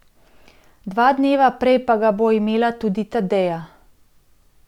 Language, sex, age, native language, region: Slovenian, female, 30-49, Slovenian, Central Slovenia